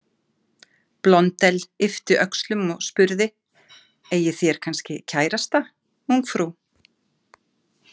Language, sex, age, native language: Icelandic, female, 50-59, Icelandic